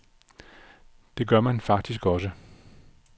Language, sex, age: Danish, male, 46